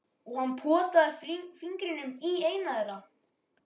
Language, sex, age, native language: Icelandic, male, 13, Icelandic